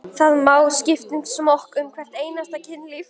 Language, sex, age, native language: Icelandic, female, 18-19, Icelandic